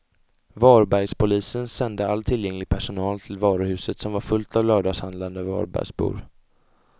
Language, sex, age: Swedish, male, 20